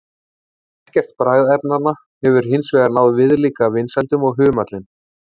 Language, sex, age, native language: Icelandic, male, 30-39, Icelandic